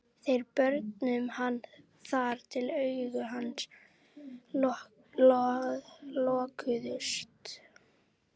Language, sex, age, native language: Icelandic, female, 11, Icelandic